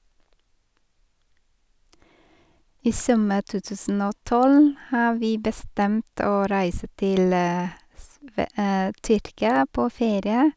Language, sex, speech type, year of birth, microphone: Norwegian, female, spontaneous, 1973, Sennheiser